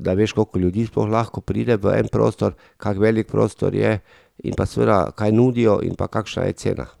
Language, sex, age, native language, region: Slovenian, male, 50-59, Slovenian, Drava region